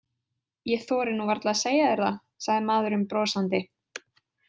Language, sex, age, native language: Icelandic, female, 20-29, Icelandic